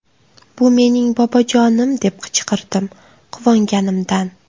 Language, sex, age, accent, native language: Uzbek, female, 25-34, Toshkent viloyati, Uzbek